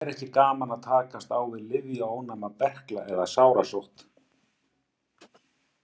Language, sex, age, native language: Icelandic, male, 50-59, Icelandic